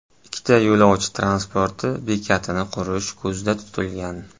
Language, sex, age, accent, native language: Uzbek, male, 18-24, Samarqand, Uzbek